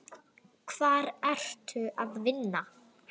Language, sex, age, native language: Icelandic, female, 9, Icelandic